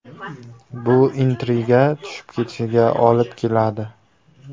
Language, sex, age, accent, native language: Uzbek, male, 18-24, Jizzax, Uzbek